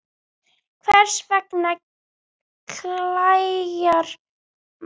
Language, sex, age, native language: Icelandic, male, 10, Icelandic